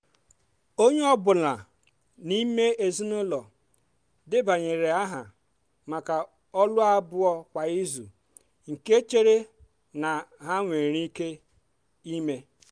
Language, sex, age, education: Igbo, female, 30-45, tertiary